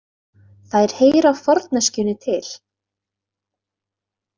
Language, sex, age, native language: Icelandic, female, 20-29, Icelandic